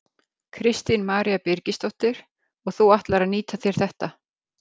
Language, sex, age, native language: Icelandic, female, 50-59, Icelandic